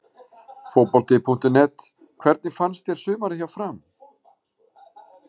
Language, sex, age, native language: Icelandic, male, 40-49, Icelandic